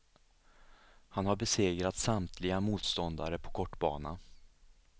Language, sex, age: Swedish, male, 37